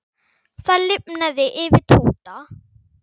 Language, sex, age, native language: Icelandic, female, 9, Icelandic